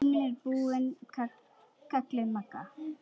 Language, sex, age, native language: Icelandic, female, 10, Icelandic